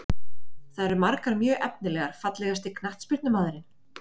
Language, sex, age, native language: Icelandic, female, 20-29, Icelandic